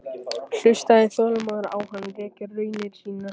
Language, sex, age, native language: Icelandic, male, 14, Icelandic